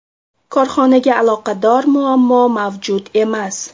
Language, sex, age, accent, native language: Uzbek, female, 25-34, Toshkent shahri, Uzbek